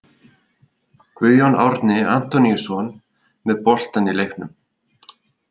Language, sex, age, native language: Icelandic, male, 30-39, Icelandic